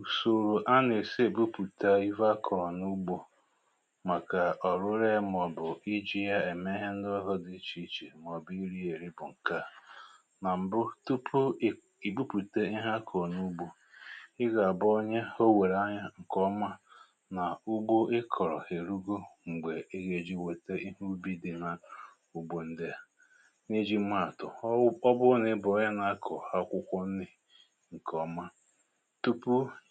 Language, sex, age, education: Igbo, male, 30-45, tertiary